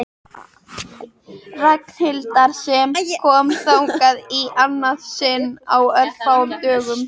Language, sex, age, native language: Icelandic, female, 13, Icelandic